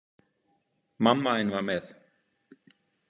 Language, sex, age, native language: Icelandic, male, 50-59, Icelandic